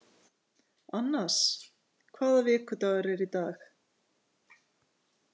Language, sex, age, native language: Icelandic, female, 50-59, Icelandic